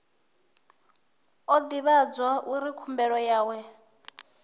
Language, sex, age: Venda, female, 21